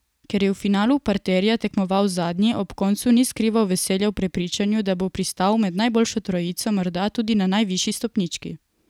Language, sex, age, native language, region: Slovenian, female, 18-29, Slovenian, Coastal Karst region